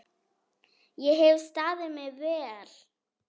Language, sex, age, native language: Icelandic, female, 7, Icelandic